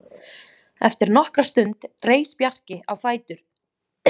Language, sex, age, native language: Icelandic, female, 20-29, Icelandic